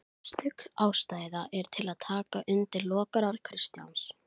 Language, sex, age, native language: Icelandic, female, 11, Icelandic